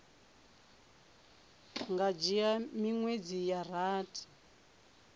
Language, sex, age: Venda, female, 24